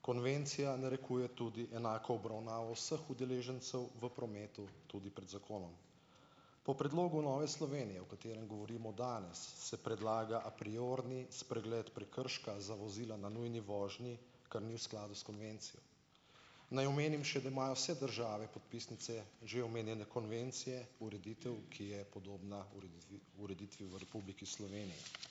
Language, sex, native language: Slovenian, male, Slovenian